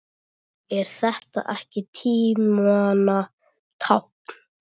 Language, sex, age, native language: Icelandic, male, 10, Icelandic